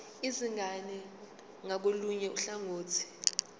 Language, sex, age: Zulu, female, 19